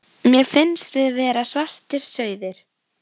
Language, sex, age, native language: Icelandic, female, 12, Icelandic